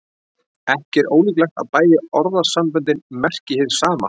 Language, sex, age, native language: Icelandic, male, 40-49, Icelandic